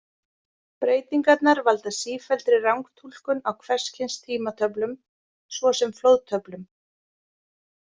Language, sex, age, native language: Icelandic, female, 40-49, Icelandic